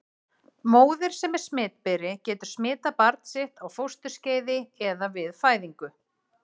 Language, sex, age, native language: Icelandic, female, 40-49, Icelandic